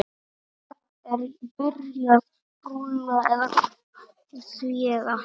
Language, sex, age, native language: Icelandic, male, 8, Icelandic